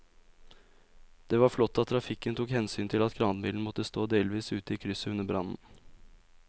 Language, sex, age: Norwegian, male, 20